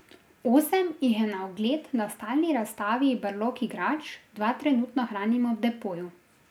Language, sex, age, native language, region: Slovenian, female, 18-29, Slovenian, Drava region